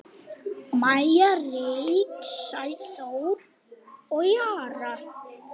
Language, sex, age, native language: Icelandic, other, 9, Icelandic